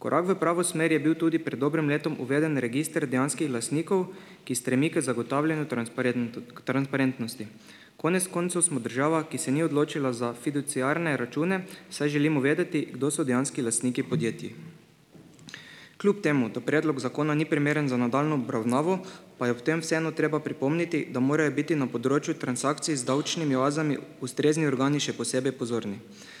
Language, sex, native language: Slovenian, male, Slovenian